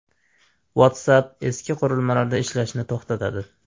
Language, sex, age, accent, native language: Uzbek, male, 18-24, Andijon, Uzbek